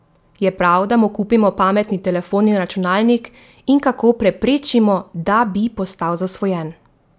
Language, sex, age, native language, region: Slovenian, female, 18-29, Slovenian, Drava region